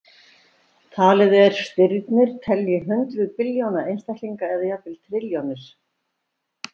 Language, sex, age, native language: Icelandic, female, 70-79, Icelandic